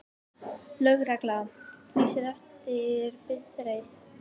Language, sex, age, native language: Icelandic, female, 18-19, Icelandic